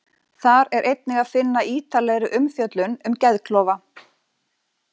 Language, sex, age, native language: Icelandic, female, 40-49, Icelandic